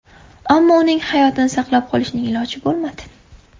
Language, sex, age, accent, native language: Uzbek, female, 18-24, Farg'ona, Uzbek